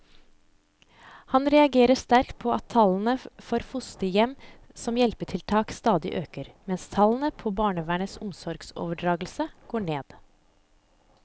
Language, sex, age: Norwegian, female, 30